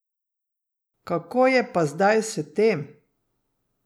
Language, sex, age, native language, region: Slovenian, female, 60+, Slovenian, Drava region